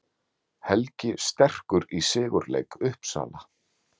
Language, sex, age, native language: Icelandic, male, 40-49, Icelandic